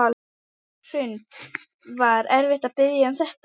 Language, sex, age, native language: Icelandic, female, 11, Icelandic